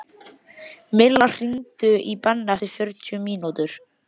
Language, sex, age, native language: Icelandic, male, 12, Icelandic